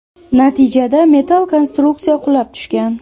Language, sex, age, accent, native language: Uzbek, female, 18-24, Toshkent shahri, Uzbek